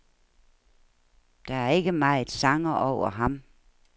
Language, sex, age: Danish, female, 69